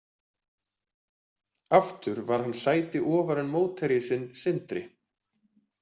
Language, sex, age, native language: Icelandic, male, 20-29, Icelandic